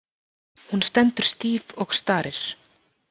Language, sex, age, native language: Icelandic, female, 40-49, Icelandic